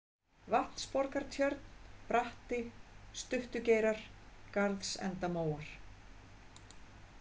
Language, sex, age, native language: Icelandic, female, 50-59, Icelandic